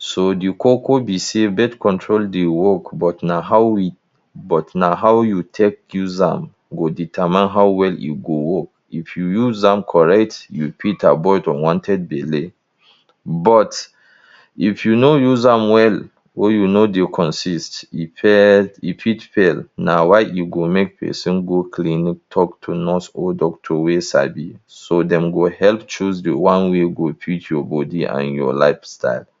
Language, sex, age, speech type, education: Nigerian Pidgin, male, 30-45, spontaneous, tertiary